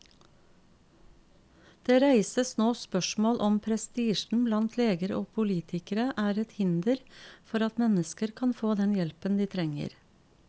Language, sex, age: Norwegian, female, 50